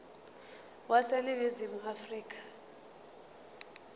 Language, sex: Zulu, female